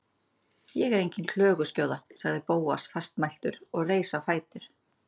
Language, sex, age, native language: Icelandic, female, 30-39, Icelandic